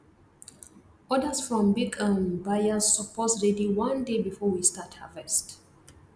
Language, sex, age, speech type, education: Nigerian Pidgin, female, 30-45, spontaneous, tertiary